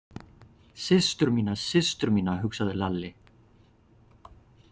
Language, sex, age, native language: Icelandic, male, 40-49, Icelandic